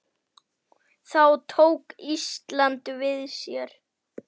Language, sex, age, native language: Icelandic, male, 9, Icelandic